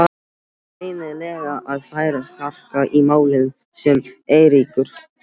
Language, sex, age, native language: Icelandic, male, 12, Icelandic